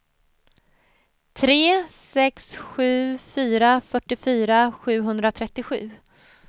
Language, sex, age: Swedish, female, 30